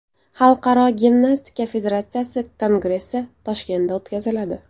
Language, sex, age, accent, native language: Uzbek, female, 18-24, Farg'ona, Uzbek